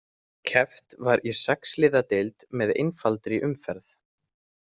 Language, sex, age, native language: Icelandic, male, 18-19, Icelandic